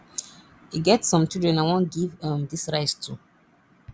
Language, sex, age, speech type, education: Nigerian Pidgin, female, 30-45, spontaneous, tertiary